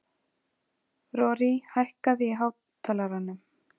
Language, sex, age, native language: Icelandic, female, 40-49, Icelandic